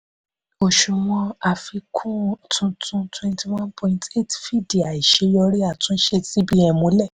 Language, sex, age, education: Yoruba, female, 30-45, tertiary